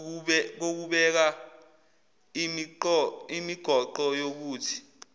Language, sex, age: Zulu, male, 18